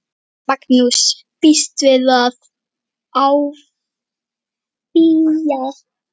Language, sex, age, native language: Icelandic, female, 8, Icelandic